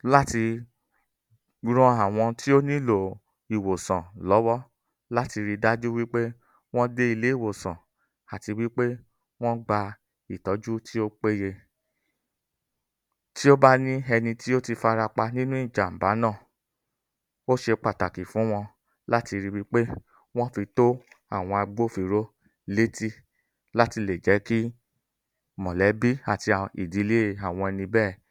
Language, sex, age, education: Yoruba, male, 30-45, tertiary